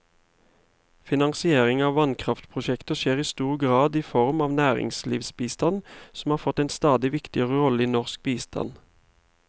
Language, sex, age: Norwegian, male, 31